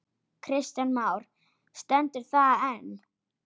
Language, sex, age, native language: Icelandic, female, 10, Icelandic